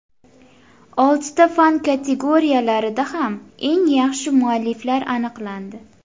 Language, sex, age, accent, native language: Uzbek, female, 19-29, Andijon, Uzbek